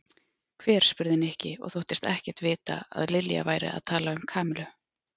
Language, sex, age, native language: Icelandic, female, 40-49, Icelandic